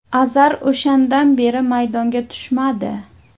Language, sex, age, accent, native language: Uzbek, female, 19-29, Surxondaryo, Uzbek